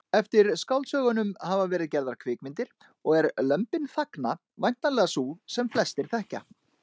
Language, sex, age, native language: Icelandic, male, 30-39, Icelandic